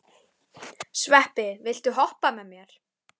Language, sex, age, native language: Icelandic, female, 11, Icelandic